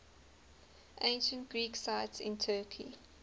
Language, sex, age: English, female, 19